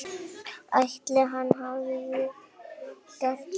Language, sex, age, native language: Icelandic, female, 8, Icelandic